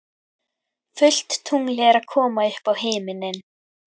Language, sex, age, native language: Icelandic, female, 11, Icelandic